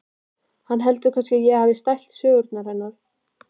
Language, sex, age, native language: Icelandic, female, 12, Icelandic